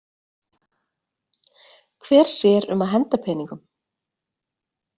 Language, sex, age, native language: Icelandic, female, 30-39, Icelandic